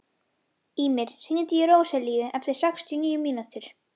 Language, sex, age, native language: Icelandic, female, 11, Icelandic